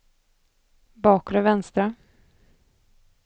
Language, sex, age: Swedish, female, 25